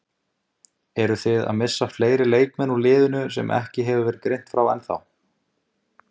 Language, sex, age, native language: Icelandic, male, 20-29, Icelandic